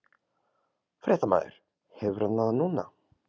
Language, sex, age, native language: Icelandic, male, 30-39, Icelandic